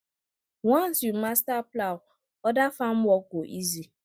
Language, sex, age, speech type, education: Nigerian Pidgin, female, 30-45, spontaneous, tertiary